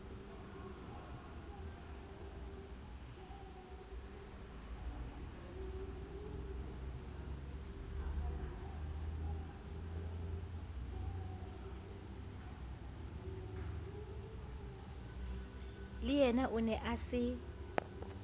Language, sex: Southern Sotho, female